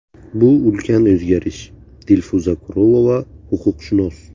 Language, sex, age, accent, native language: Uzbek, male, 18-24, Buxoro, Uzbek